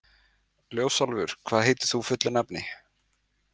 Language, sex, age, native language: Icelandic, male, 20-29, Icelandic